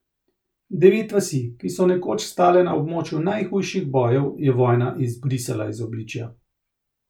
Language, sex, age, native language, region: Slovenian, male, 30-49, Slovenian, Central Slovenia